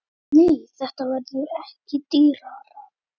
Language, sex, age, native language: Icelandic, male, 8, Icelandic